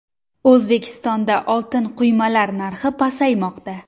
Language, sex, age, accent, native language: Uzbek, female, 19-29, Surxondaryo, Uzbek